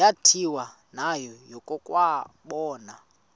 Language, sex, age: Xhosa, male, 35